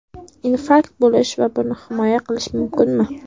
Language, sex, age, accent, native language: Uzbek, female, 18-24, Sirdaryo, Uzbek